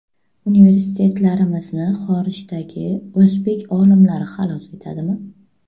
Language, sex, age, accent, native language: Uzbek, female, 25-34, Buxoro, Uzbek